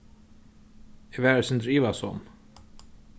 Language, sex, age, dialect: Faroese, male, 15-35, Norðurstreymoy/Eysturoy